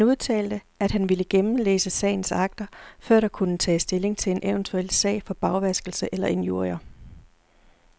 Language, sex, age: Danish, female, 40